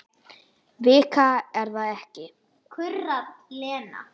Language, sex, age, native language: Icelandic, female, 10, Icelandic